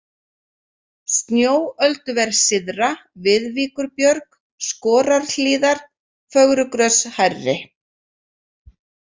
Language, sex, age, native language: Icelandic, female, 40-49, Icelandic